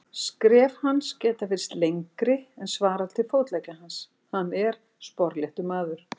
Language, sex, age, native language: Icelandic, female, 60-69, Icelandic